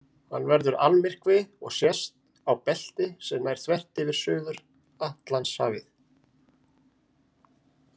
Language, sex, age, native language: Icelandic, male, 50-59, Icelandic